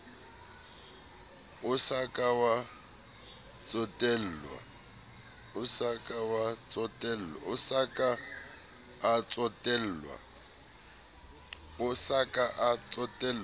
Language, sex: Southern Sotho, male